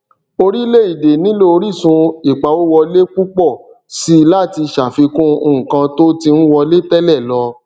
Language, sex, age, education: Yoruba, male, 30-45, tertiary